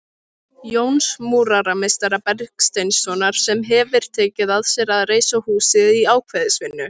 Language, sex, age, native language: Icelandic, female, 18-19, Icelandic